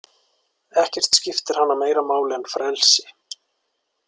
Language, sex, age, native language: Icelandic, male, 40-49, Icelandic